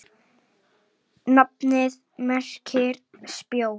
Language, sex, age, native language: Icelandic, male, 8, Icelandic